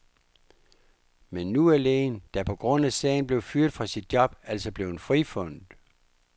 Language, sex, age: Danish, male, 59